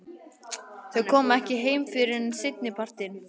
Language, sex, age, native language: Icelandic, male, 11, Icelandic